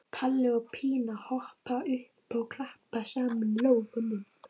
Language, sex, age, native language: Icelandic, female, 13, Icelandic